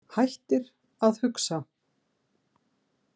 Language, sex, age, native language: Icelandic, female, 50-59, Icelandic